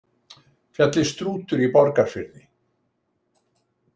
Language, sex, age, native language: Icelandic, male, 60-69, Icelandic